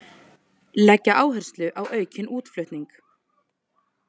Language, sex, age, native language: Icelandic, female, 20-29, Icelandic